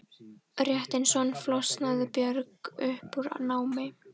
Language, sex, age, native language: Icelandic, female, 14, Icelandic